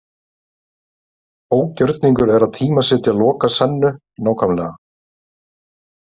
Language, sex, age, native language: Icelandic, male, 30-39, Icelandic